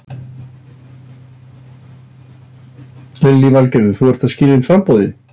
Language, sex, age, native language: Icelandic, male, 60-69, Icelandic